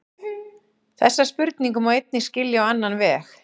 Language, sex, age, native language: Icelandic, female, 40-49, Icelandic